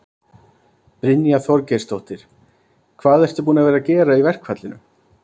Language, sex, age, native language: Icelandic, male, 30-39, Icelandic